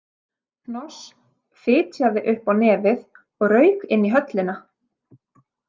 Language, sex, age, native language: Icelandic, female, 30-39, Icelandic